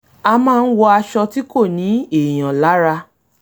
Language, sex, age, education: Yoruba, female, 30-45, tertiary